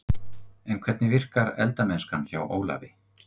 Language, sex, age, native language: Icelandic, male, 50-59, Icelandic